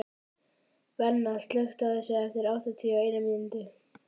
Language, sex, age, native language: Icelandic, female, 13, Icelandic